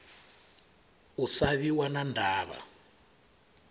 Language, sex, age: Venda, male, 39